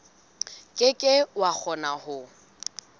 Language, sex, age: Southern Sotho, female, 20